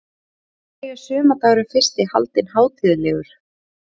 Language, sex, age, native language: Icelandic, female, 30-39, Icelandic